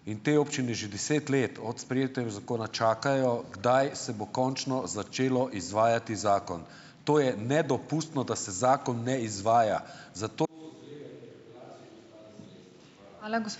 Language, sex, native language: Slovenian, male, Slovenian